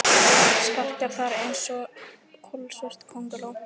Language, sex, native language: Icelandic, female, Icelandic